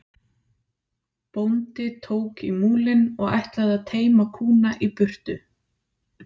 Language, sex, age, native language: Icelandic, female, 30-39, Icelandic